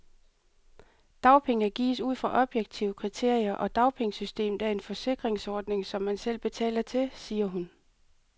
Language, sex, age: Danish, female, 38